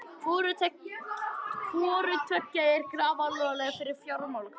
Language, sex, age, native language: Icelandic, male, 21, Icelandic